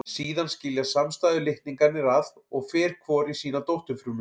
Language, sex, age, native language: Icelandic, male, 40-49, Icelandic